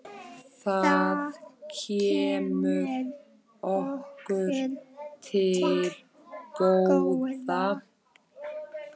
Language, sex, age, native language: Icelandic, male, 7, Icelandic